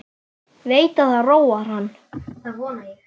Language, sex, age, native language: Icelandic, female, 9, Icelandic